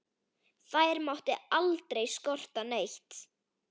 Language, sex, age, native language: Icelandic, female, 9, Icelandic